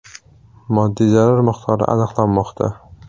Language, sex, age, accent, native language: Uzbek, male, 18-24, Samarqand, Uzbek